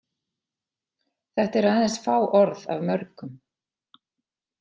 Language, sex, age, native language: Icelandic, female, 40-49, Icelandic